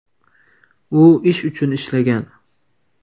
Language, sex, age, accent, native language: Uzbek, male, 18-24, Toshkent viloyati, Uzbek